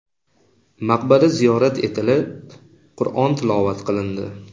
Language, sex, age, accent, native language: Uzbek, male, 25-34, Andijon, Uzbek